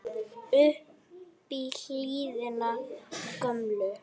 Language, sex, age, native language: Icelandic, male, 8, Icelandic